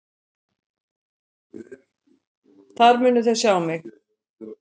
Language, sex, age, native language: Icelandic, female, 60-69, Icelandic